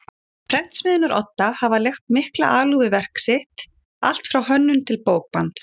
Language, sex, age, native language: Icelandic, female, 40-49, Icelandic